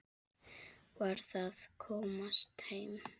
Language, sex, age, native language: Icelandic, female, 7, Icelandic